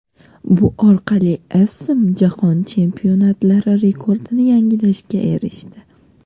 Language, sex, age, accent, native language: Uzbek, female, 12-17, Toshkent shahri, Uzbek